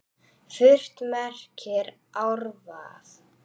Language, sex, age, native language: Icelandic, female, 8, Icelandic